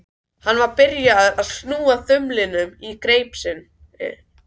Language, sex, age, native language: Icelandic, other, 13, Icelandic